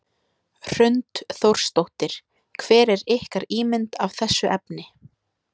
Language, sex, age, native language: Icelandic, female, 18-19, Icelandic